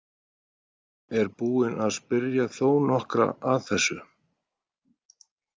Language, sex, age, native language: Icelandic, male, 30-39, Icelandic